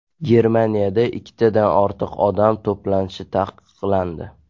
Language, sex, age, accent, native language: Uzbek, male, 12-17, Toshkent shahri, Uzbek